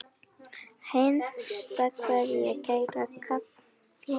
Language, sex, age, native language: Icelandic, female, 10, Icelandic